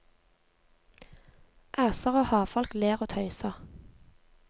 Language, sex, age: Norwegian, female, 23